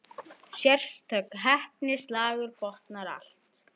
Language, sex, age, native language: Icelandic, female, 10, Icelandic